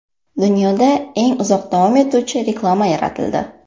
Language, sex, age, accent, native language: Uzbek, female, 18-24, Toshkent shahri, Uzbek